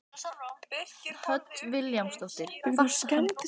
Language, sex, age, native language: Icelandic, female, 15, Icelandic